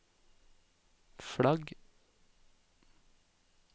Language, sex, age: Norwegian, male, 28